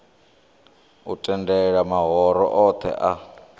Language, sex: Venda, male